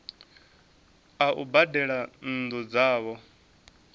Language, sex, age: Venda, male, 24